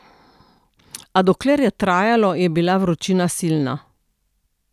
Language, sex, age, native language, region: Slovenian, female, 60+, Slovenian, Central Slovenia